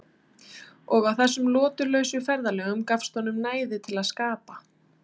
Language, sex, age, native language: Icelandic, female, 30-39, Icelandic